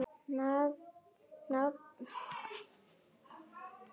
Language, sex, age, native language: Icelandic, male, 9, Icelandic